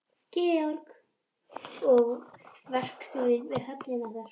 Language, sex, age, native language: Icelandic, female, 13, Icelandic